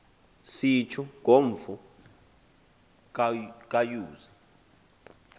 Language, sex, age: Xhosa, male, 20